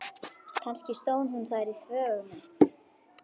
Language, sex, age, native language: Icelandic, female, 11, Icelandic